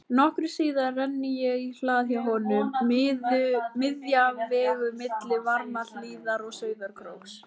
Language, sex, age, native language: Icelandic, female, 18-19, Icelandic